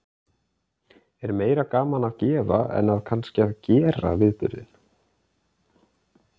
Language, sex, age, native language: Icelandic, male, 30-39, Icelandic